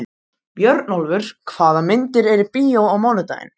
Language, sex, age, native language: Icelandic, male, 13, Icelandic